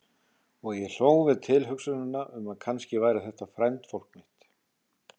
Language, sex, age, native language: Icelandic, male, 40-49, Icelandic